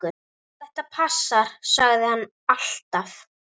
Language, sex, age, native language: Icelandic, female, 9, Icelandic